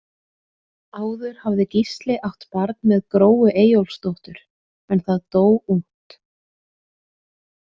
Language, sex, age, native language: Icelandic, female, 30-39, Icelandic